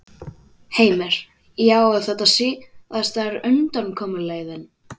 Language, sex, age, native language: Icelandic, male, 12, Icelandic